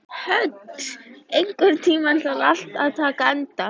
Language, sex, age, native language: Icelandic, female, 14, Icelandic